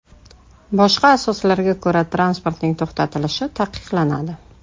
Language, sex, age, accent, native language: Uzbek, female, 35+, Toshkent shahri, Uzbek